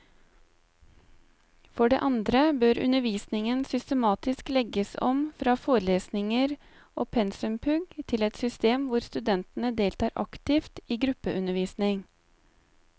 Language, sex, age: Norwegian, female, 35